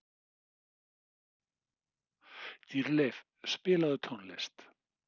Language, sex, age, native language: Icelandic, male, 60-69, Icelandic